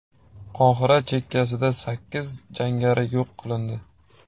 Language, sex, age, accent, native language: Uzbek, male, 25-34, Toshkent viloyati, Uzbek